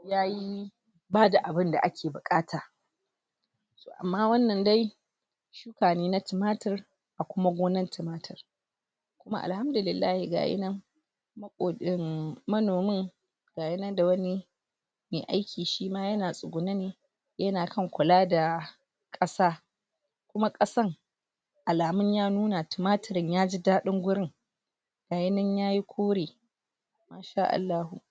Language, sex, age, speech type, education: Hausa, female, 46-60, spontaneous, tertiary